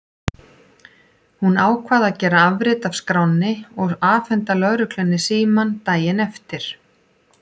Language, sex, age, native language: Icelandic, female, 40-49, Icelandic